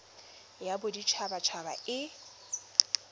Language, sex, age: Tswana, female, 21